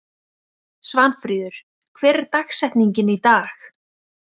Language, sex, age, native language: Icelandic, female, 20-29, Icelandic